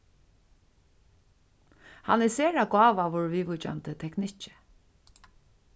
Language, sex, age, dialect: Faroese, female, 36-60, Suðurstreymoy